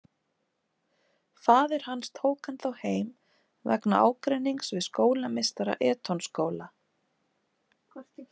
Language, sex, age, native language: Icelandic, female, 30-39, Icelandic